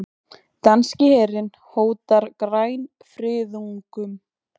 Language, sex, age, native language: Icelandic, female, 20-29, Icelandic